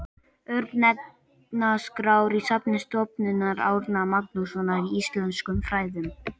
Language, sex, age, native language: Icelandic, male, 18-19, Icelandic